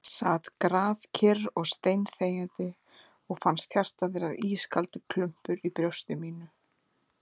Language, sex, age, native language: Icelandic, female, 20-29, Icelandic